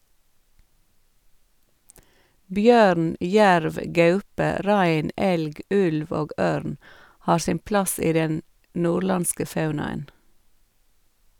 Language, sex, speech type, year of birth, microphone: Norwegian, female, read, 1956, Sennheiser